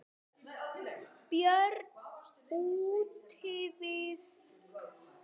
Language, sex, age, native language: Icelandic, female, 8, Icelandic